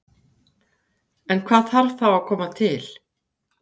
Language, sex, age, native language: Icelandic, female, 50-59, Icelandic